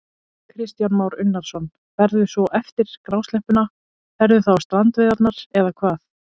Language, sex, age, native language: Icelandic, female, 30-39, Icelandic